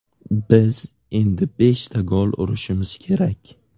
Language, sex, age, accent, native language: Uzbek, male, 18-24, Navoiy, Uzbek